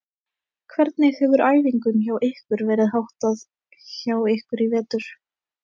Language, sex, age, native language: Icelandic, female, 18-19, Icelandic